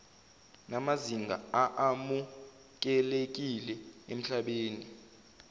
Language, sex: Zulu, male